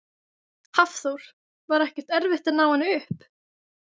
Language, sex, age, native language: Icelandic, female, 18-19, Icelandic